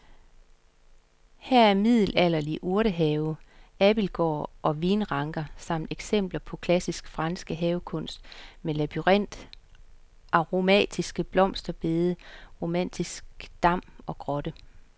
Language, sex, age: Danish, female, 50